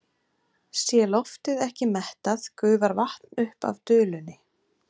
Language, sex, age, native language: Icelandic, female, 30-39, Icelandic